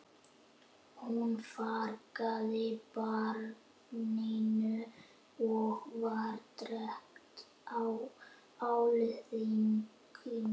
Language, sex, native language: Icelandic, male, Icelandic